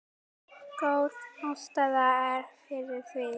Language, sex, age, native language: Icelandic, female, 10, Icelandic